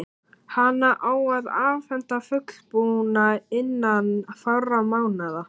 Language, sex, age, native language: Icelandic, male, 11, Icelandic